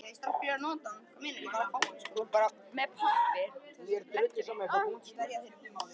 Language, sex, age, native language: Icelandic, male, 18-19, Icelandic